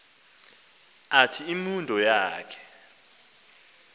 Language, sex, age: Xhosa, male, 19